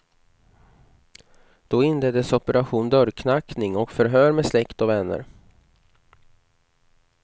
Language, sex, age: Swedish, male, 29